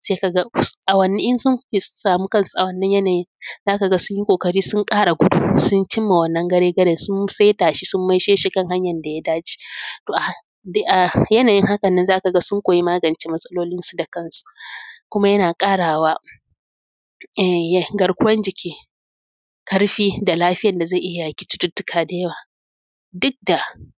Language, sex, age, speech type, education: Hausa, female, 15-29, spontaneous, tertiary